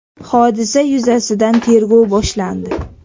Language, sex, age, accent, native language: Uzbek, female, under 19, Sirdaryo, Uzbek